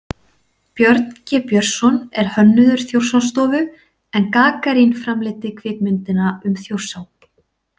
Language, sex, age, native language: Icelandic, female, 40-49, Icelandic